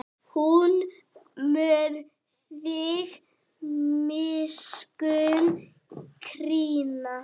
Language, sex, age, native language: Icelandic, female, 8, Icelandic